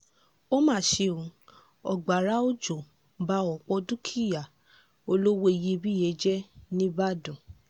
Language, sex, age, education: Yoruba, female, 15-29, tertiary